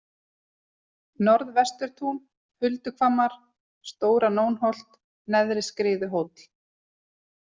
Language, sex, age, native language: Icelandic, female, 40-49, Icelandic